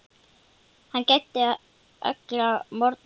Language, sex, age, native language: Icelandic, female, 9, Icelandic